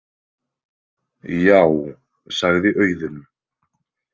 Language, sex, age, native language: Icelandic, male, 20-29, Icelandic